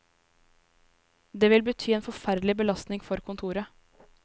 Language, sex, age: Norwegian, female, 23